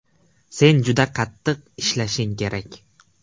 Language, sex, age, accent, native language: Uzbek, male, 18-24, Qashqadaryo, Uzbek